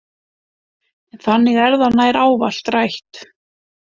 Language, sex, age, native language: Icelandic, female, 50-59, Icelandic